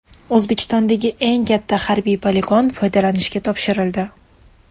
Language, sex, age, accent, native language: Uzbek, female, 25-34, Toshkent shahri, Uzbek